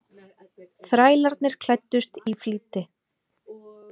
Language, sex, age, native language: Icelandic, female, 20-29, Icelandic